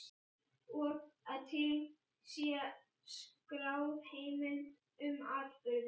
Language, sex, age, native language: Icelandic, female, 11, Icelandic